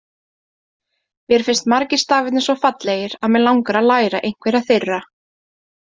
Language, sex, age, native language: Icelandic, female, 30-39, Icelandic